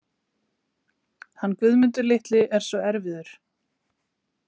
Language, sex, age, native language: Icelandic, female, 40-49, Icelandic